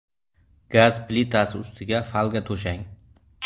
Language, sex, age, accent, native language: Uzbek, male, 35+, Surxondaryo, Uzbek